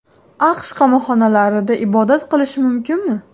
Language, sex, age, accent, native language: Uzbek, female, 18-24, Farg'ona, Uzbek